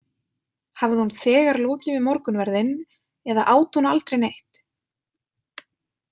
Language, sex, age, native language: Icelandic, female, 20-29, Icelandic